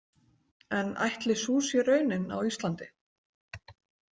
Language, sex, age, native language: Icelandic, female, 40-49, Icelandic